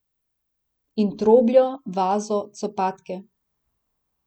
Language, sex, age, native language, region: Slovenian, female, 18-29, Slovenian, Central Slovenia